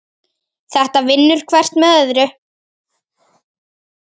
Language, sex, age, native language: Icelandic, female, 10, Icelandic